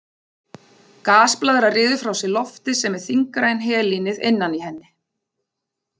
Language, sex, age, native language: Icelandic, female, 40-49, Icelandic